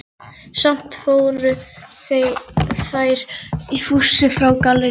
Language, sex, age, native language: Icelandic, female, 11, Icelandic